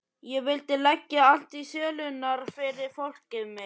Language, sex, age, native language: Icelandic, male, 11, Icelandic